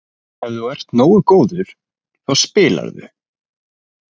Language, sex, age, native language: Icelandic, male, 20-29, Icelandic